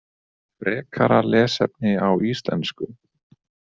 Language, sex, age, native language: Icelandic, male, 30-39, Icelandic